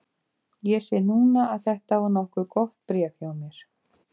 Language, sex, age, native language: Icelandic, female, 50-59, Icelandic